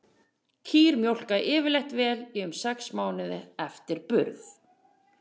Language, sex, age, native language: Icelandic, female, 40-49, Icelandic